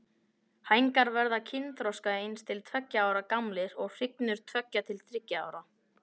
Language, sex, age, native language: Icelandic, male, 18-19, Icelandic